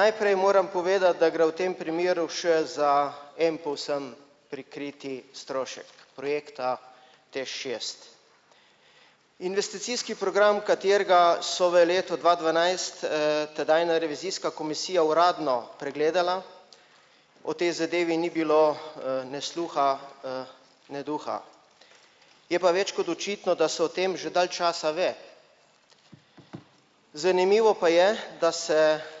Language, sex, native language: Slovenian, male, Slovenian